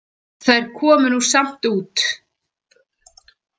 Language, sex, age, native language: Icelandic, female, 40-49, Icelandic